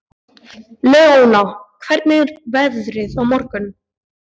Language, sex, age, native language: Icelandic, male, 12, Icelandic